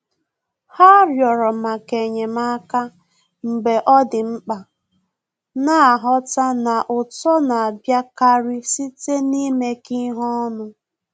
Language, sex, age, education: Igbo, female, 15-29, tertiary